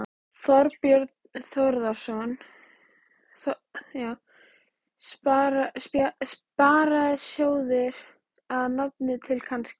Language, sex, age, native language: Icelandic, female, 13, Icelandic